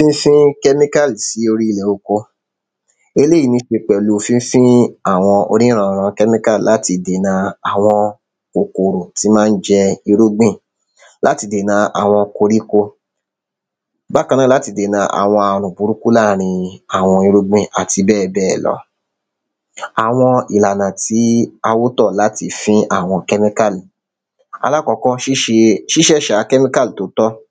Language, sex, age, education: Yoruba, male, 30-45, secondary